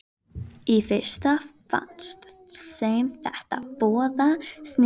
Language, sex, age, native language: Icelandic, female, 11, Icelandic